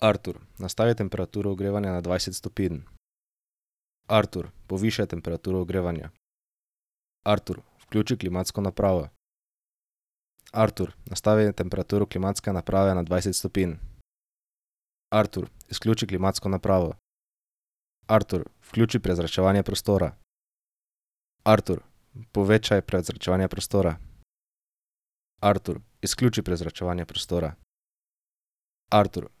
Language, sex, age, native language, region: Slovenian, male, 18-29, Slovenian, Drava region